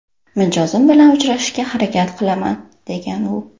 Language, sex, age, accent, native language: Uzbek, female, 18-24, Toshkent shahri, Uzbek